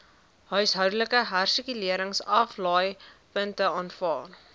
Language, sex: Afrikaans, female